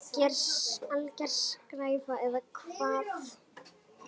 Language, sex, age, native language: Icelandic, female, 8, Icelandic